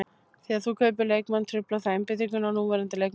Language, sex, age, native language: Icelandic, female, 30-39, Icelandic